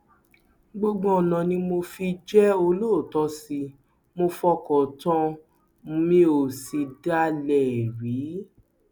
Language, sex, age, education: Yoruba, female, 30-45, tertiary